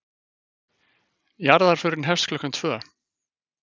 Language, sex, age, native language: Icelandic, male, 50-59, Icelandic